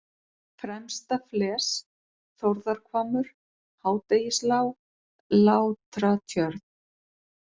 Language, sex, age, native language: Icelandic, female, 40-49, Icelandic